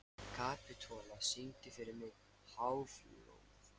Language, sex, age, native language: Icelandic, male, 13, Lithuanian